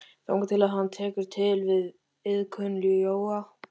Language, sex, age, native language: Icelandic, male, 13, Icelandic